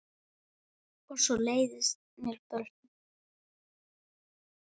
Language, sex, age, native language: Icelandic, male, 9, Icelandic